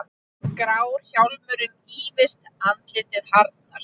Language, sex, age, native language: Icelandic, female, 20-29, Icelandic